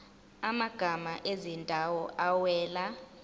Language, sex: Zulu, female